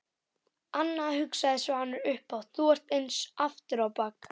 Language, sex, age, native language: Icelandic, male, 11, Icelandic